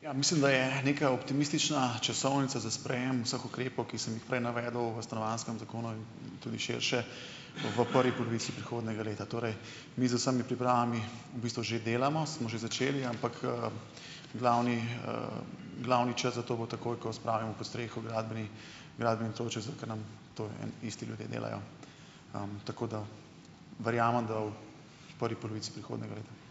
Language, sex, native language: Slovenian, male, Slovenian